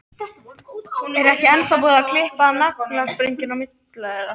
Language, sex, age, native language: Icelandic, female, 13, Icelandic